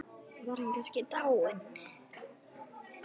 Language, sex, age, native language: Icelandic, female, 9, Icelandic